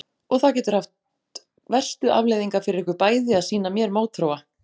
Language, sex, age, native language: Icelandic, female, 40-49, Icelandic